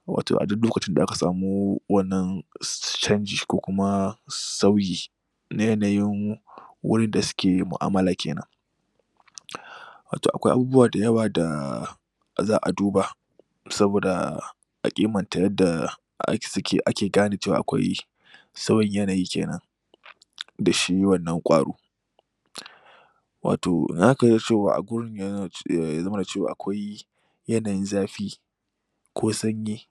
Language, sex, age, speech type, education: Hausa, male, 15-29, spontaneous, tertiary